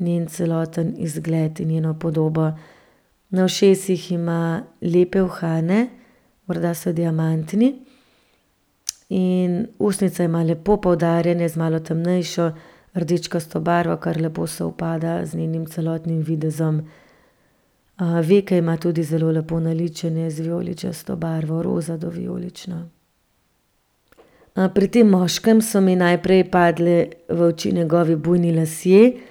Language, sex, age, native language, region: Slovenian, female, 30-49, Slovenian, Central Slovenia